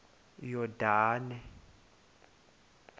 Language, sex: Xhosa, male